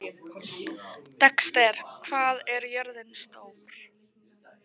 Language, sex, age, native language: Icelandic, female, 15, Icelandic